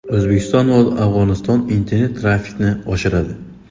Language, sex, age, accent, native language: Uzbek, male, 25-34, Xorazm, Uzbek